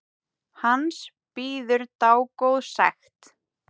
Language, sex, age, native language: Icelandic, female, 30-39, Icelandic